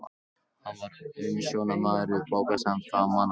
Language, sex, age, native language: Icelandic, male, 18-19, Icelandic